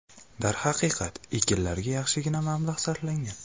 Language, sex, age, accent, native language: Uzbek, male, 18-24, Samarqand, Uzbek